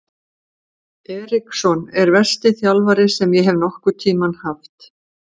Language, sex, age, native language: Icelandic, female, 50-59, Icelandic